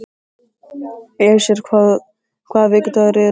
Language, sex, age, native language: Icelandic, male, 13, Icelandic